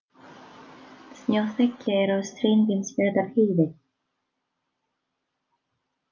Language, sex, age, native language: Icelandic, female, 20-29, Icelandic